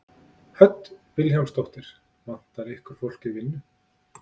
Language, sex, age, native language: Icelandic, male, 30-39, Icelandic